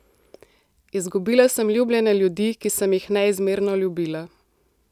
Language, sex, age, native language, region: Slovenian, female, 18-29, Slovenian, Central Slovenia